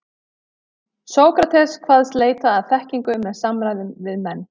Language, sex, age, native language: Icelandic, female, 30-39, Icelandic